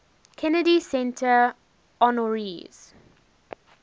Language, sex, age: English, female, 19